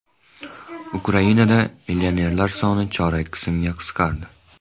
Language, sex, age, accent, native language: Uzbek, male, 18-24, Andijon, Uzbek